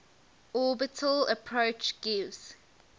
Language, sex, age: English, female, 19